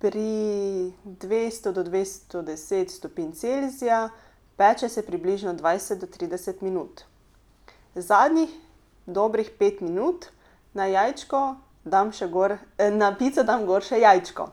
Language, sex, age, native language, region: Slovenian, female, 30-49, Slovenian, Pomurje region